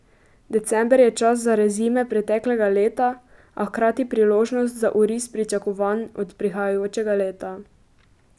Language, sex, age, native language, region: Slovenian, female, 12-17, Slovenian, Pomurje region